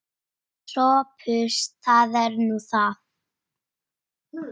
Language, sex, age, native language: Icelandic, female, 9, Icelandic